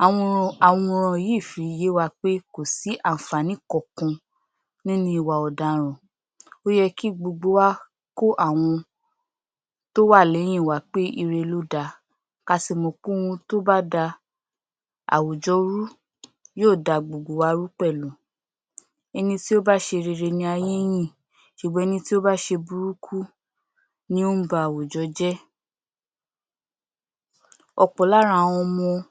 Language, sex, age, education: Yoruba, female, 46-60, tertiary